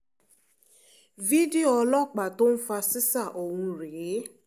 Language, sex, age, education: Yoruba, female, 15-29, tertiary